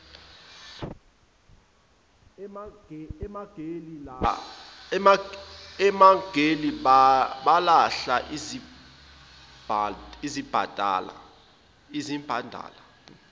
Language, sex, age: Zulu, male, 25